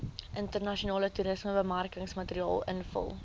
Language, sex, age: Afrikaans, female, 19